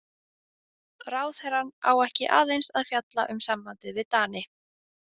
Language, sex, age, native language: Icelandic, female, 20-29, Icelandic